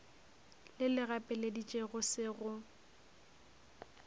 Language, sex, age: Northern Sotho, female, 23